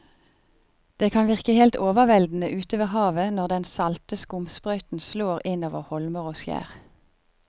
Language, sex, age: Norwegian, female, 50